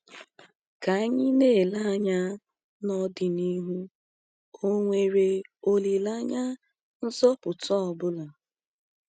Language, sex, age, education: Igbo, female, 15-29, tertiary